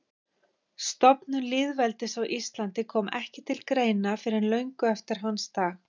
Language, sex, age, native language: Icelandic, female, 50-59, Icelandic